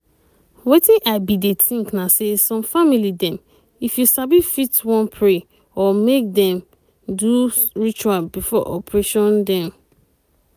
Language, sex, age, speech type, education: Nigerian Pidgin, female, 30-45, spontaneous, tertiary